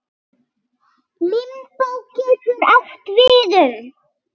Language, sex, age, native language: Icelandic, female, 6, Icelandic